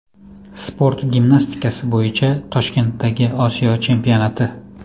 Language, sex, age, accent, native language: Uzbek, male, 25-34, Farg'ona, Uzbek